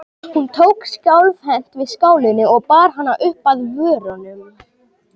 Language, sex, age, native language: Icelandic, male, 18-19, Icelandic